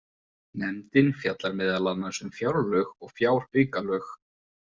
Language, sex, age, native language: Icelandic, male, 20-29, Icelandic